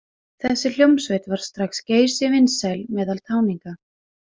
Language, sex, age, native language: Icelandic, female, 20-29, Icelandic